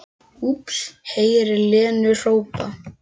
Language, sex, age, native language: Icelandic, male, 10, Icelandic